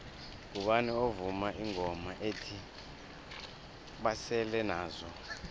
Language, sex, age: South Ndebele, male, 24